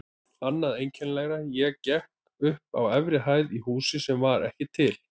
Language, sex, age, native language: Icelandic, male, 30-39, Icelandic